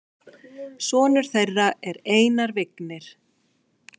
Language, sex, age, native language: Icelandic, male, 9, Icelandic